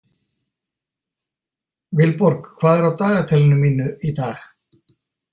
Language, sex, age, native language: Icelandic, male, 50-59, Icelandic